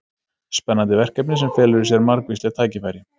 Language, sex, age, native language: Icelandic, male, 30-39, Icelandic